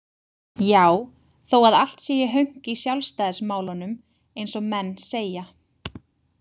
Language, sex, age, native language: Icelandic, female, 30-39, Icelandic